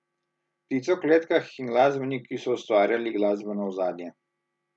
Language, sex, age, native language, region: Slovenian, male, 30-49, Slovenian, Southeast Slovenia